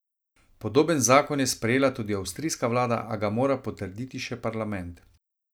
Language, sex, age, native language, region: Slovenian, male, 30-49, Slovenian, Savinja region